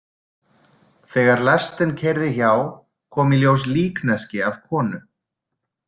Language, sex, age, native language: Icelandic, male, 20-29, Icelandic